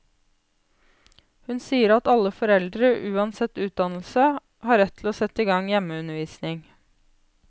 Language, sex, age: Norwegian, female, 28